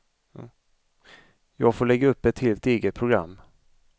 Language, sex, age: Swedish, male, 35